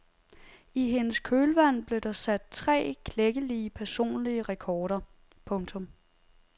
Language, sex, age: Danish, female, 30